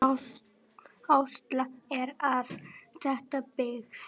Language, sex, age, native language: Icelandic, male, 8, Icelandic